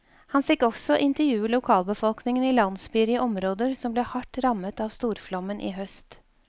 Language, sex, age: Norwegian, female, 52